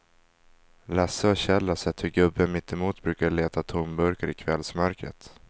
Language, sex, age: Swedish, male, 19